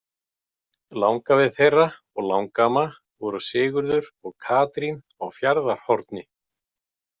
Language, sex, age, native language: Icelandic, male, 50-59, Icelandic